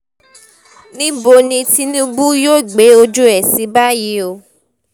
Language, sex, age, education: Yoruba, female, 15-29, tertiary